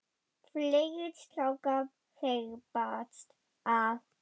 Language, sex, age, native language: Icelandic, female, 10, German